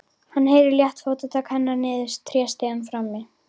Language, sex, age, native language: Icelandic, female, 13, Icelandic